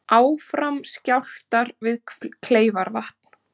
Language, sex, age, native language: Icelandic, female, 30-39, Icelandic